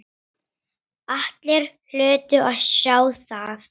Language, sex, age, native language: Icelandic, female, 10, Icelandic